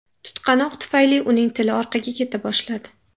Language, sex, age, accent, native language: Uzbek, female, 18-24, Samarqand, Uzbek